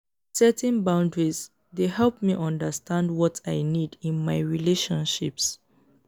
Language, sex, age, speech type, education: Nigerian Pidgin, female, 15-29, spontaneous, tertiary